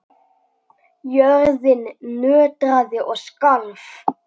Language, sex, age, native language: Icelandic, male, 10, Icelandic